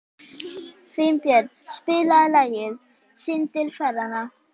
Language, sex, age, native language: Icelandic, female, 11, Icelandic